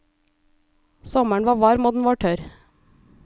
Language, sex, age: Norwegian, female, 37